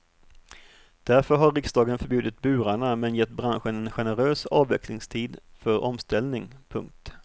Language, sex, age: Swedish, male, 38